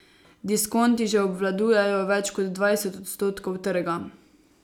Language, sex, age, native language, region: Slovenian, female, 18-29, Slovenian, Savinja region